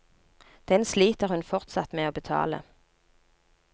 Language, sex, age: Norwegian, female, 39